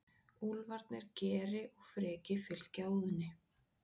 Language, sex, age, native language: Icelandic, female, 20-29, Icelandic